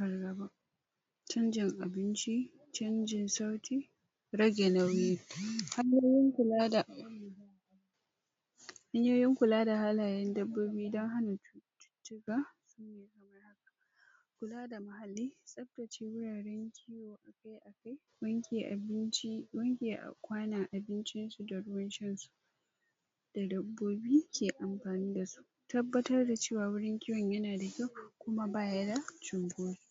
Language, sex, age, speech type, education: Hausa, female, 46-60, spontaneous, secondary